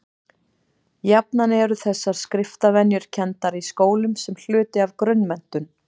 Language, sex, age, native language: Icelandic, female, 40-49, Icelandic